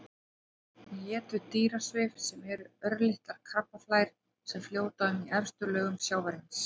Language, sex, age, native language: Icelandic, female, 40-49, Icelandic